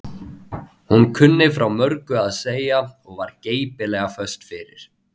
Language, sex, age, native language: Icelandic, male, 20-29, Icelandic